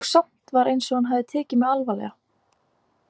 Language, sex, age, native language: Icelandic, female, 18-19, Icelandic